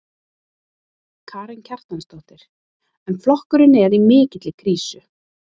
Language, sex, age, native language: Icelandic, female, 30-39, Icelandic